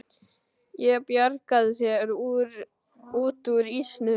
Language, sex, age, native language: Icelandic, male, 12, Icelandic